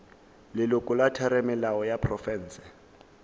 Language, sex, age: Northern Sotho, male, 18